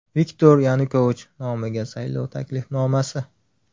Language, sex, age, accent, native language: Uzbek, male, 19-29, Farg'ona, Uzbek